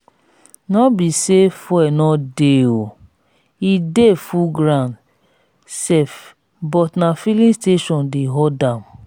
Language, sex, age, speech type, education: Nigerian Pidgin, female, 30-45, spontaneous, tertiary